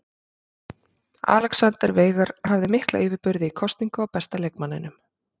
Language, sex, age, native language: Icelandic, female, 30-39, Icelandic